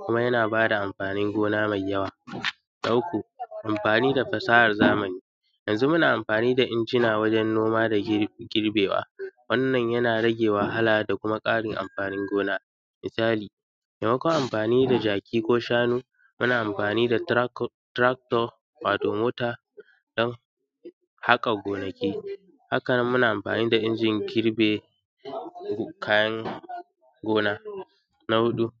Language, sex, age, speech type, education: Hausa, male, 15-29, spontaneous, secondary